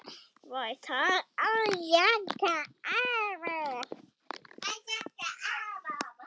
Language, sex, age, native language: Icelandic, male, 6, German